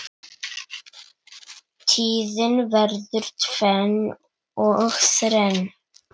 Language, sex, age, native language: Icelandic, male, 9, Icelandic